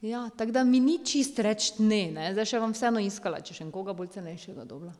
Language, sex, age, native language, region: Slovenian, female, 30-49, Slovenian, Drava region